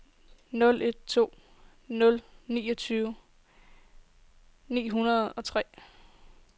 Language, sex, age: Danish, female, 18